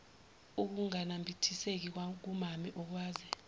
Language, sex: Zulu, female